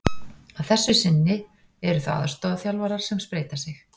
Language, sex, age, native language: Icelandic, female, 40-49, Icelandic